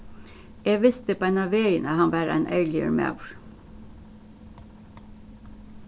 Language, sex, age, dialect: Faroese, female, 36-60, Suðurstreymoy